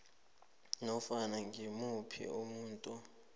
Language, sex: South Ndebele, male